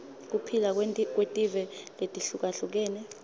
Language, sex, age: Swati, female, 25